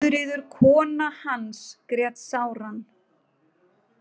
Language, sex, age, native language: Icelandic, female, 50-59, Icelandic